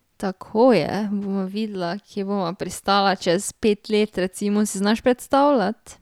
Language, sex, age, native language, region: Slovenian, female, 18-29, Slovenian, Drava region